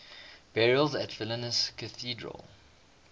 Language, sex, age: English, male, 21